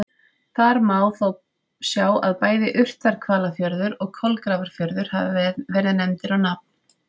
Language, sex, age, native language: Icelandic, female, 30-39, Icelandic